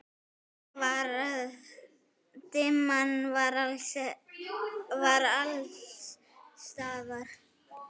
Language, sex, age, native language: Icelandic, female, 10, Icelandic